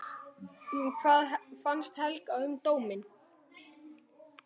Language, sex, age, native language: Icelandic, male, 9, Icelandic